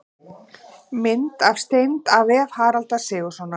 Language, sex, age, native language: Icelandic, female, 40-49, Icelandic